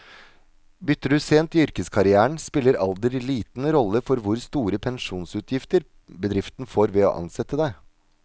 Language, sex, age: Norwegian, male, 37